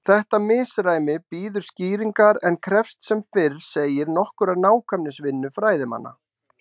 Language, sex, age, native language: Icelandic, male, 40-49, Icelandic